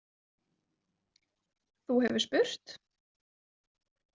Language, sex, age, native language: Icelandic, female, 20-29, Icelandic